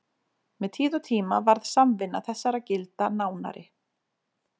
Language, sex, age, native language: Icelandic, female, 40-49, Icelandic